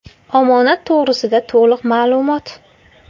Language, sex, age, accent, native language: Uzbek, female, 19-29, Qashqadaryo, Uzbek